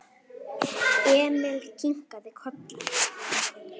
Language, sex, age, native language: Icelandic, female, 9, Icelandic